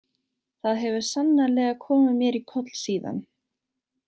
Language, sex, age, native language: Icelandic, female, 18-19, Icelandic